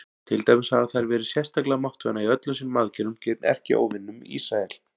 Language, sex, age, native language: Icelandic, male, 40-49, Icelandic